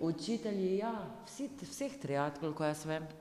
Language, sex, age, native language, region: Slovenian, female, 30-49, Slovenian, Drava region